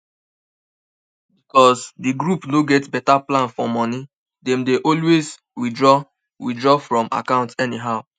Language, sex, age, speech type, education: Nigerian Pidgin, male, 15-29, spontaneous, tertiary